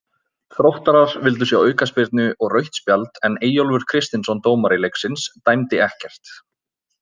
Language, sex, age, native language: Icelandic, male, 20-29, Icelandic